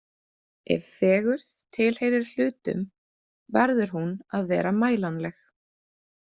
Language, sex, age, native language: Icelandic, female, 20-29, Icelandic